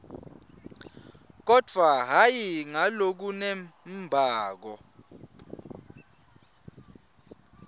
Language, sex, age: Swati, male, 25